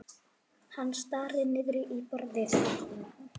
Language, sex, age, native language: Icelandic, female, 7, Icelandic